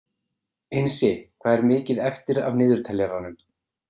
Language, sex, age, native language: Icelandic, male, 30-39, Icelandic